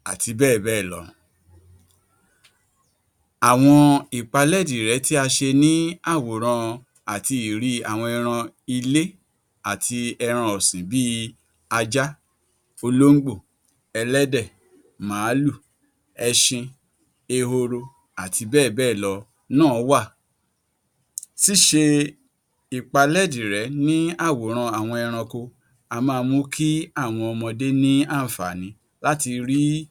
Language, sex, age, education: Yoruba, male, 46-60, tertiary